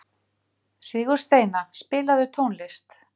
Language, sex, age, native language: Icelandic, female, 50-59, Icelandic